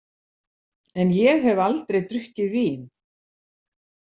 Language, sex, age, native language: Icelandic, female, 70-79, Icelandic